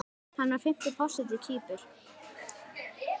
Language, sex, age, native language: Icelandic, female, 10, Icelandic